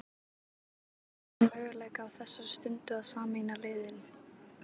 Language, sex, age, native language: Icelandic, female, 18-19, Icelandic